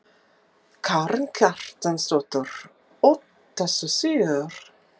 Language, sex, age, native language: Icelandic, female, 50-59, English